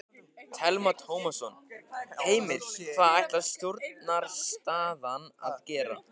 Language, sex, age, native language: Icelandic, male, 15, Icelandic